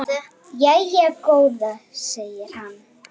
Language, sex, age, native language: Icelandic, female, 8, Icelandic